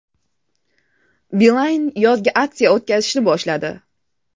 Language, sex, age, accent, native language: Uzbek, female, 25-34, Navoiy, Uzbek